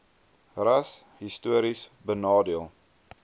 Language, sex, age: Afrikaans, male, 22